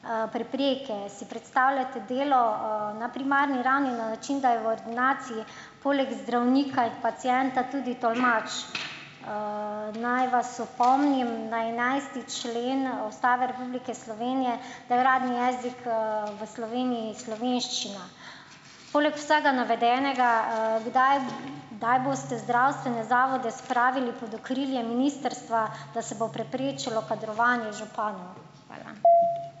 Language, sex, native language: Slovenian, female, Slovenian